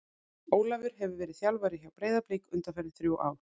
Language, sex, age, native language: Icelandic, female, 40-49, Icelandic